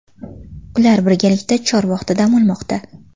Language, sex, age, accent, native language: Uzbek, female, under 19, Farg'ona, Uzbek